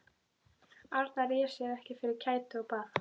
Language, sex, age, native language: Icelandic, female, 12, Icelandic